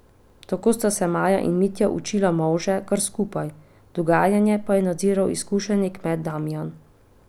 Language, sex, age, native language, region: Slovenian, female, 30-49, Slovenian, Pomurje region